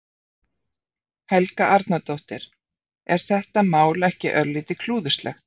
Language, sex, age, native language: Icelandic, female, 50-59, Icelandic